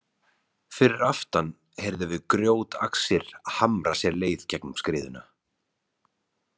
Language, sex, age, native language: Icelandic, male, 30-39, Icelandic